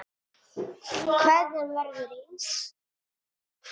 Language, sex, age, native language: Icelandic, male, 8, Italian